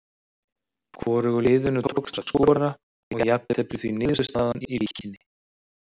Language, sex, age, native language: Icelandic, male, 30-39, Icelandic